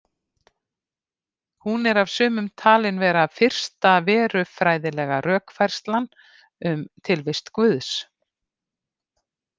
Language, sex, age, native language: Icelandic, female, 50-59, Icelandic